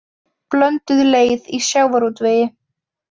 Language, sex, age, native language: Icelandic, female, 20-29, Icelandic